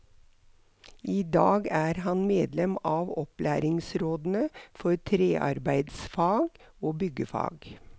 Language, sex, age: Norwegian, female, 63